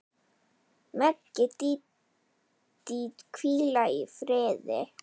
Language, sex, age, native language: Icelandic, female, 9, Icelandic